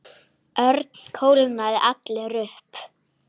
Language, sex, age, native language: Icelandic, female, 9, Icelandic